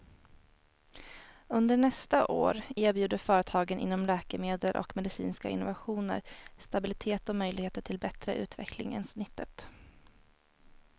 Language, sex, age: Swedish, female, 21